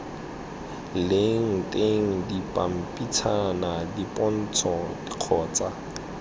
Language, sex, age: Tswana, male, 23